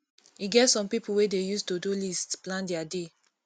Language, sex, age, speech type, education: Nigerian Pidgin, female, 15-29, spontaneous, tertiary